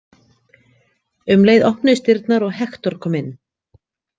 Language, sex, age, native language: Icelandic, female, 50-59, Icelandic